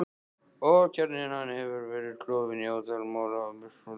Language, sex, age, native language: Icelandic, male, 14, Icelandic